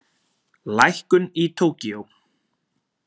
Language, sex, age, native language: Icelandic, male, 20-29, Icelandic